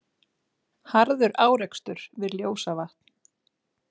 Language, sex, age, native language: Icelandic, female, 30-39, Icelandic